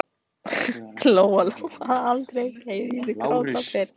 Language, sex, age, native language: Icelandic, male, 14, Icelandic